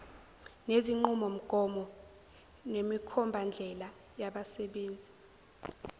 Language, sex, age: Zulu, female, 17